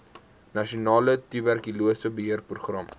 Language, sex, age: Afrikaans, male, 18